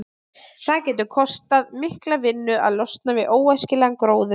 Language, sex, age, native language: Icelandic, female, 20-29, Icelandic